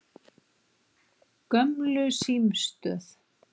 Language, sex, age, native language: Icelandic, female, 40-49, Icelandic